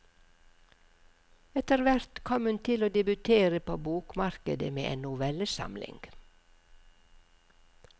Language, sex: Norwegian, female